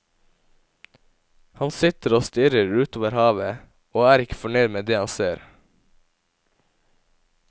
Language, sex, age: Norwegian, male, 17